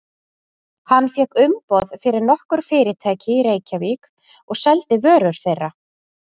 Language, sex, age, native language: Icelandic, female, 40-49, Icelandic